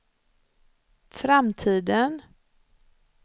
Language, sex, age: Swedish, female, 54